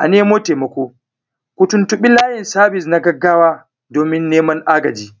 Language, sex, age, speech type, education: Hausa, male, 15-29, spontaneous, primary